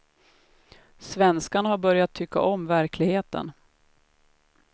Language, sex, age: Swedish, female, 33